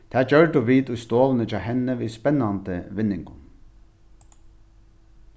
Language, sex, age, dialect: Faroese, male, 36-60, Norðurstreymoy/Eysturoy